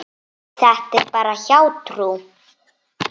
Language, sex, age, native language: Icelandic, male, 8, Icelandic